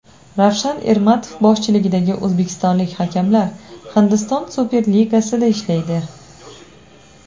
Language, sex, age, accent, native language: Uzbek, female, 25-34, Navoiy, Uzbek